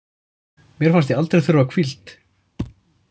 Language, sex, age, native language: Icelandic, male, 30-39, Icelandic